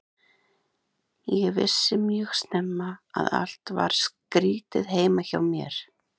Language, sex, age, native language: Icelandic, other, 30-39, Icelandic